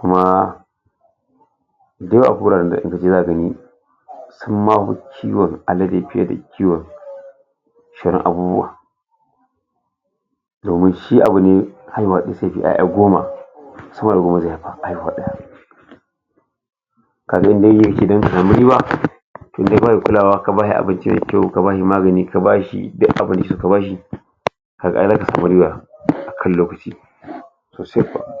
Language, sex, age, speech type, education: Hausa, male, 60+, spontaneous, tertiary